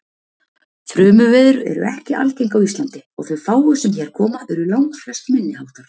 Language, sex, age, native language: Icelandic, female, 50-59, Icelandic